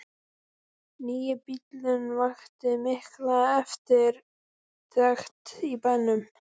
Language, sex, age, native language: Icelandic, female, 12, Icelandic